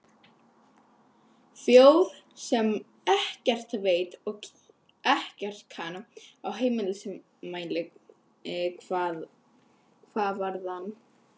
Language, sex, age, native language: Icelandic, female, 11, Icelandic